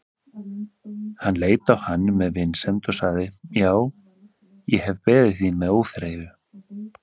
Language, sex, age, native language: Icelandic, male, 30-39, Icelandic